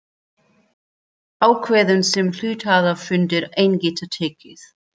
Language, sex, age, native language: Icelandic, female, 30-39, German